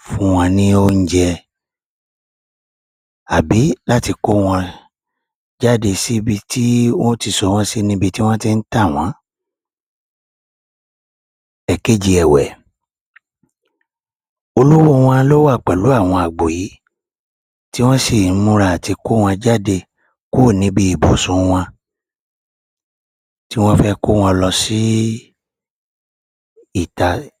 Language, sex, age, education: Yoruba, male, 30-45, tertiary